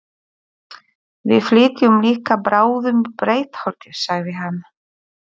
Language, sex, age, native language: Icelandic, female, 40-49, Polish